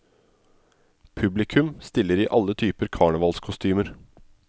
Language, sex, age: Norwegian, male, 27